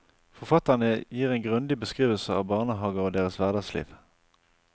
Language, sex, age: Norwegian, male, 28